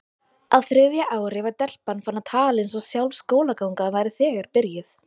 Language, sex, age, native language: Icelandic, female, 20-29, Icelandic